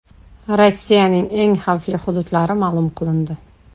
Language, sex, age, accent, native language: Uzbek, female, 35+, Toshkent shahri, Uzbek